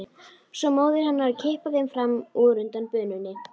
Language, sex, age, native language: Icelandic, female, 12, Icelandic